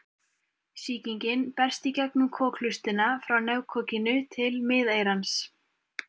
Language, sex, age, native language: Icelandic, female, 20-29, Icelandic